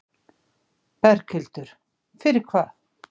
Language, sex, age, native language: Icelandic, female, 60-69, Icelandic